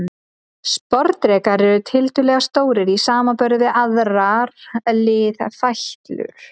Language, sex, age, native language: Icelandic, female, 30-39, Icelandic